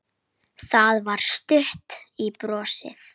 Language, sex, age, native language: Icelandic, female, 9, Icelandic